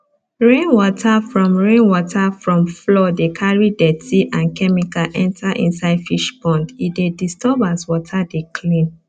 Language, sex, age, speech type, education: Nigerian Pidgin, female, 15-29, spontaneous, tertiary